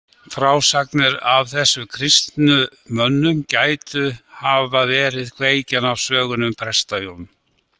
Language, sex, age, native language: Icelandic, male, 60-69, Icelandic